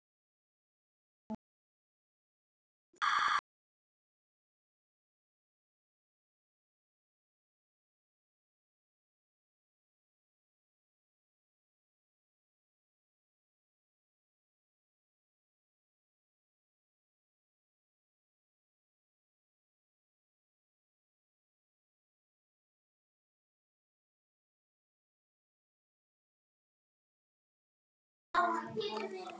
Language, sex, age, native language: Icelandic, male, 9, Icelandic